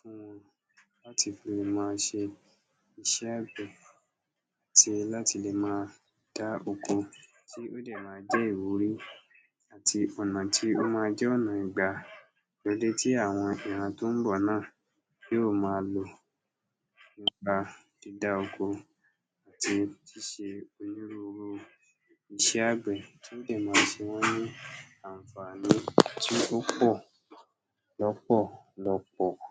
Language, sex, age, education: Yoruba, male, 46-60, tertiary